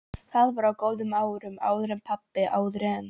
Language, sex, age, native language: Icelandic, female, 13, Polish